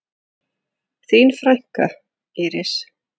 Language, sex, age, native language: Icelandic, male, 8, Icelandic